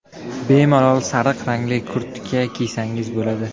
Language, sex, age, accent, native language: Uzbek, male, 19-29, Toshkent shahri, Uzbek